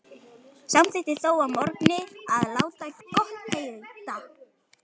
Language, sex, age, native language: Icelandic, male, 11, Icelandic